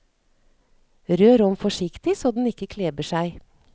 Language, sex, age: Norwegian, female, 39